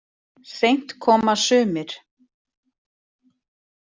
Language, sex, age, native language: Icelandic, female, 40-49, Icelandic